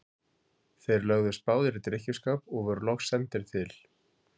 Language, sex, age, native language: Icelandic, male, 50-59, Icelandic